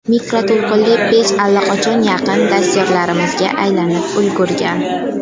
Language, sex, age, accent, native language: Uzbek, female, under 19, Qashqadaryo, Uzbek